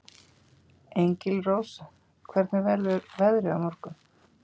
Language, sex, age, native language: Icelandic, female, 50-59, Icelandic